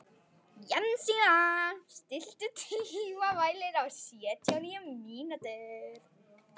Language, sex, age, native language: Icelandic, female, 11, Icelandic